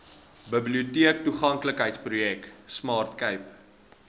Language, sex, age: Afrikaans, male, 19